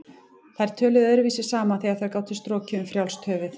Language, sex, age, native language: Icelandic, female, 18-19, Icelandic